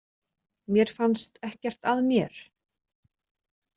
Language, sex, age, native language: Icelandic, female, 40-49, Icelandic